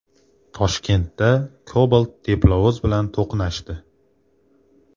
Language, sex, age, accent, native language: Uzbek, male, 18-24, Jizzax, Uzbek